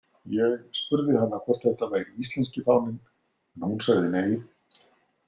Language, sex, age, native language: Icelandic, male, 60-69, Icelandic